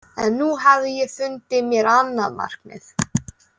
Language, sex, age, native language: Icelandic, female, 18-19, Icelandic